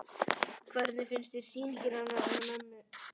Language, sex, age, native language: Icelandic, male, 11, Icelandic